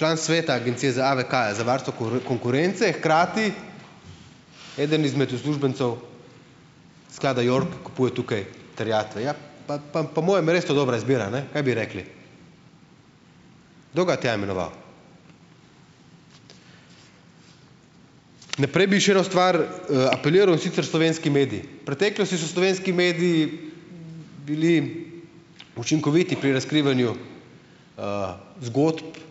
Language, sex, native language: Slovenian, male, Slovenian